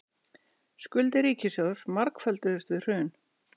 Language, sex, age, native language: Icelandic, female, 60-69, Icelandic